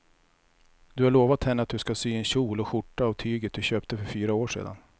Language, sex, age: Swedish, male, 34